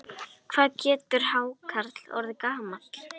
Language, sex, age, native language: Icelandic, female, 10, Icelandic